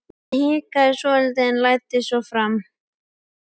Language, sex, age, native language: Icelandic, male, 11, Icelandic